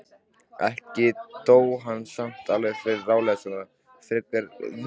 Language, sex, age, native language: Icelandic, male, 13, Icelandic